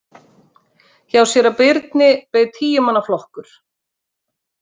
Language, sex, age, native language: Icelandic, female, 50-59, Icelandic